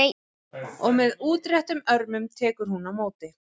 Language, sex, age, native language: Icelandic, female, 11, Icelandic